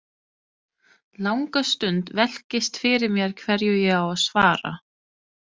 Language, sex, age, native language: Icelandic, female, 30-39, Danish